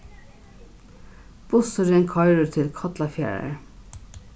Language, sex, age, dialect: Faroese, female, 36-60, Norðurstreymoy/Eysturoy